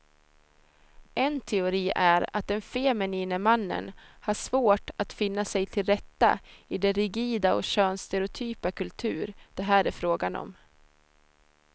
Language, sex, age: Swedish, female, 26